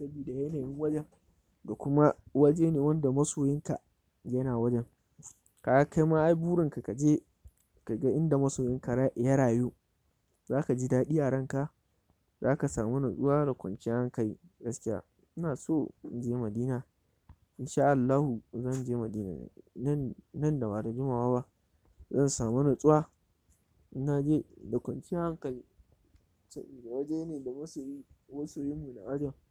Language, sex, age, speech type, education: Hausa, male, 46-60, spontaneous, tertiary